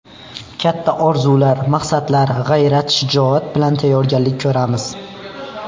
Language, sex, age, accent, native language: Uzbek, male, under 19, Xorazm, Uzbek